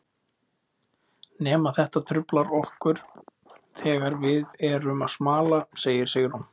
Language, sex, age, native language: Icelandic, male, 20-29, Icelandic